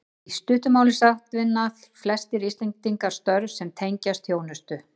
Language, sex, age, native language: Icelandic, female, 50-59, Icelandic